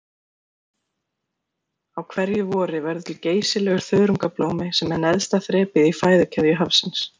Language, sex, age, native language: Icelandic, female, 40-49, Icelandic